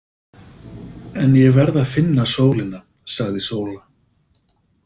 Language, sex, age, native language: Icelandic, male, 50-59, Icelandic